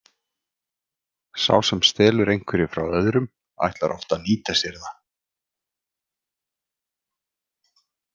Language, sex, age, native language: Icelandic, male, 40-49, Icelandic